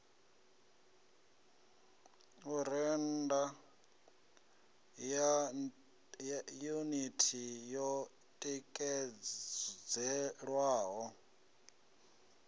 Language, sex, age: Venda, male, 33